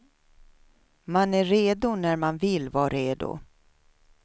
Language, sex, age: Swedish, female, 53